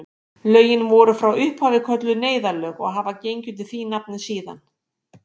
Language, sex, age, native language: Icelandic, female, 50-59, Icelandic